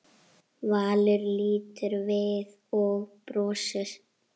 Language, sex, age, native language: Icelandic, female, 8, Icelandic